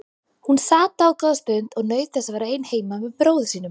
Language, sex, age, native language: Icelandic, female, 20-29, Icelandic